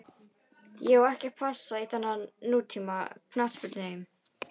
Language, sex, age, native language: Icelandic, female, 18-19, Icelandic